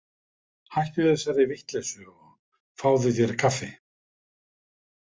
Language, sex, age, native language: Icelandic, male, 50-59, Icelandic